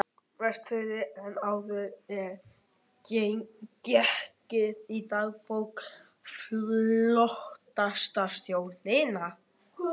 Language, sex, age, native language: Icelandic, male, 12, Icelandic